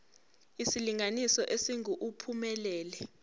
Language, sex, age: Zulu, female, 18